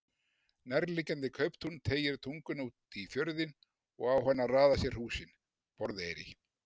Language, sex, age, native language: Icelandic, male, 60-69, Icelandic